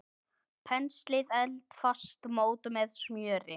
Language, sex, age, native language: Icelandic, male, 10, Icelandic